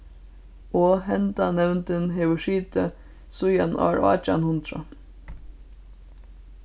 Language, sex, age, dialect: Faroese, female, 15-35, Suðurstreymoy